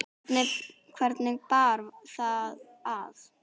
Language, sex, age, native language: Icelandic, female, 10, Icelandic